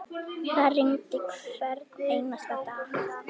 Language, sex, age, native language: Icelandic, female, 10, Icelandic